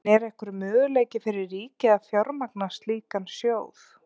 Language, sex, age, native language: Icelandic, female, 30-39, Icelandic